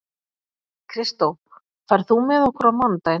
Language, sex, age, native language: Icelandic, female, 50-59, Icelandic